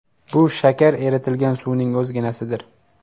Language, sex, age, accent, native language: Uzbek, male, 18-24, Samarqand, Uzbek